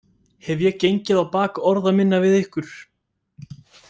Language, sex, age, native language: Icelandic, male, 18-19, Icelandic